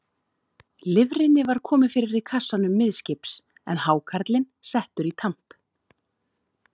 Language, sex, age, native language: Icelandic, female, 30-39, Icelandic